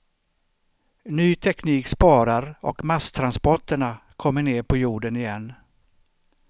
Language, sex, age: Swedish, male, 63